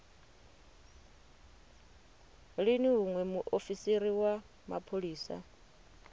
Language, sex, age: Venda, female, 30